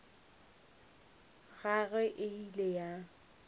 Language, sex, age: Northern Sotho, female, 29